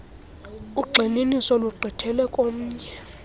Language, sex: Xhosa, female